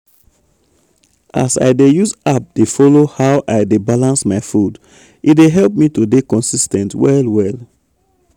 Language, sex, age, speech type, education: Nigerian Pidgin, male, 30-45, spontaneous, tertiary